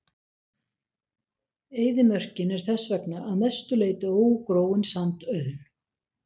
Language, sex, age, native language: Icelandic, female, 60-69, Icelandic